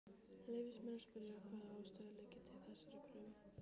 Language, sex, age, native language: Icelandic, female, 15, Icelandic